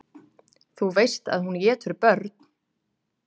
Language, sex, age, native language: Icelandic, female, 30-39, Icelandic